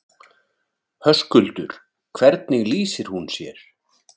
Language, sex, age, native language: Icelandic, male, 40-49, Icelandic